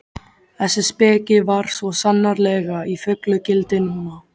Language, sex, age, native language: Icelandic, male, 13, Icelandic